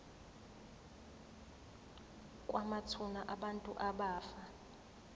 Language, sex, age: Zulu, female, 24